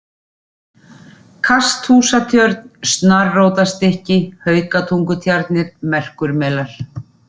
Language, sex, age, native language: Icelandic, female, 40-49, Icelandic